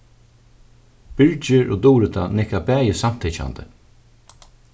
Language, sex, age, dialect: Faroese, male, 36-60, Suðurstreymoy